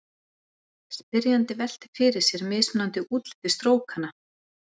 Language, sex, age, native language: Icelandic, female, 40-49, Icelandic